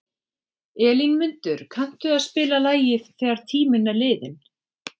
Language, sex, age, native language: Icelandic, female, 40-49, Icelandic